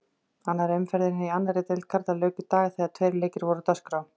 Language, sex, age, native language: Icelandic, female, 40-49, Icelandic